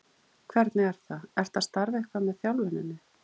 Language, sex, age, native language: Icelandic, female, 40-49, Icelandic